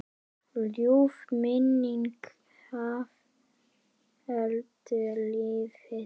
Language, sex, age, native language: Icelandic, male, 10, Icelandic